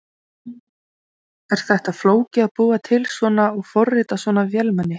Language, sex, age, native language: Icelandic, female, 20-29, Icelandic